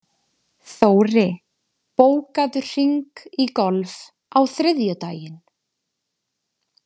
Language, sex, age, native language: Icelandic, female, 20-29, Icelandic